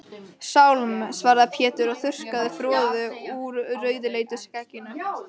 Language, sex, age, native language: Icelandic, female, 13, Icelandic